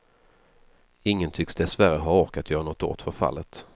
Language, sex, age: Swedish, male, 33